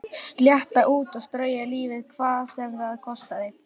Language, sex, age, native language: Icelandic, male, 11, Icelandic